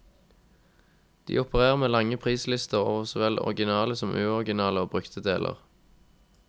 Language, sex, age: Norwegian, male, 21